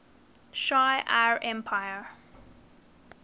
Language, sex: English, female